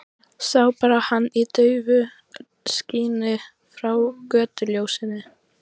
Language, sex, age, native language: Icelandic, female, 13, Icelandic